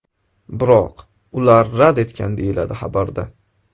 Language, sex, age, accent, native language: Uzbek, male, 18-24, Namangan, Uzbek